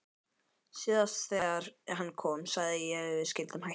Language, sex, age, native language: Icelandic, female, 12, Icelandic